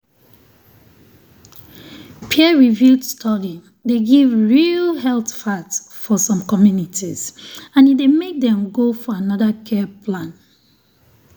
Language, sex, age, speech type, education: Nigerian Pidgin, female, 30-45, spontaneous, tertiary